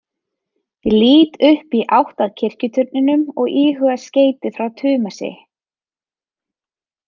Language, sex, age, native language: Icelandic, female, 30-39, Icelandic